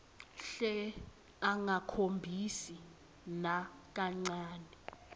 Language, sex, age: Swati, female, 20